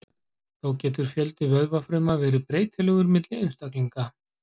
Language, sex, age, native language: Icelandic, male, 40-49, Icelandic